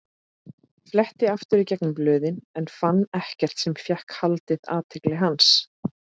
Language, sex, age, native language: Icelandic, female, 30-39, Icelandic